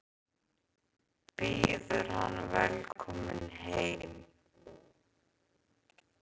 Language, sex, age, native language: Icelandic, female, 30-39, Icelandic